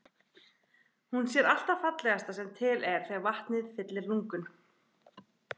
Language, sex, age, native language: Icelandic, other, 30-39, Icelandic